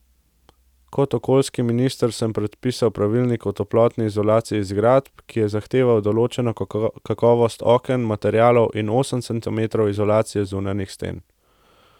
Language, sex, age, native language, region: Slovenian, male, 18-29, Slovenian, Central Slovenia